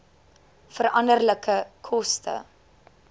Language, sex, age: Afrikaans, female, 19